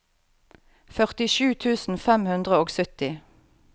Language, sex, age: Norwegian, female, 38